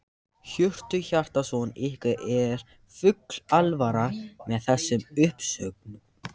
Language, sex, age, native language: Icelandic, male, 14, Icelandic